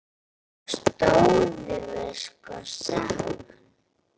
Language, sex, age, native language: Icelandic, female, 8, Icelandic